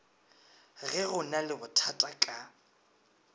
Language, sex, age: Northern Sotho, male, 24